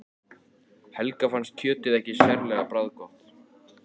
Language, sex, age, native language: Icelandic, male, 14, Icelandic